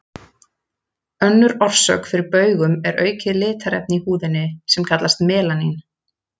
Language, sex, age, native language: Icelandic, female, 30-39, Icelandic